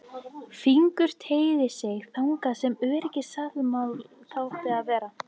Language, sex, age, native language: Icelandic, female, 13, Icelandic